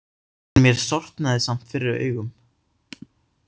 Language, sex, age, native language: Icelandic, male, 18-19, Icelandic